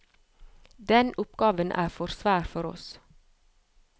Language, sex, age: Norwegian, female, 30